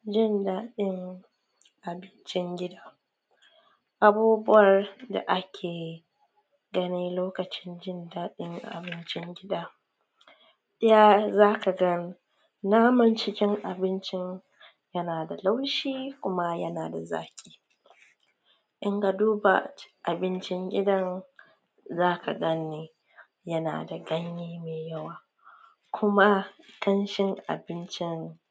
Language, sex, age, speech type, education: Hausa, female, 15-29, spontaneous, tertiary